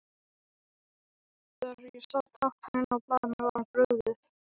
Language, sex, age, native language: Icelandic, male, 12, Icelandic